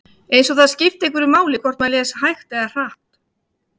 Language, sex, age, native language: Icelandic, female, 50-59, Icelandic